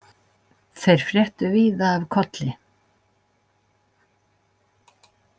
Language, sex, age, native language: Icelandic, female, 60-69, Icelandic